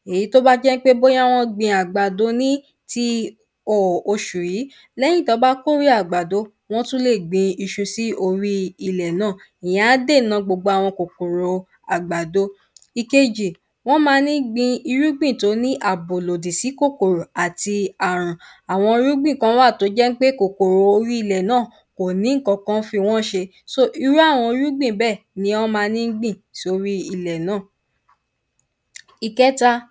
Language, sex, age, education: Yoruba, female, 15-29, primary